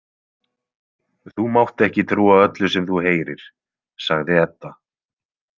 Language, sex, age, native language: Icelandic, male, 20-29, Icelandic